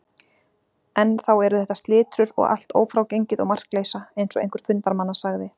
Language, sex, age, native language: Icelandic, female, 40-49, Icelandic